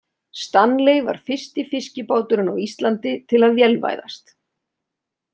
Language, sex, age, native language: Icelandic, female, 30-39, Icelandic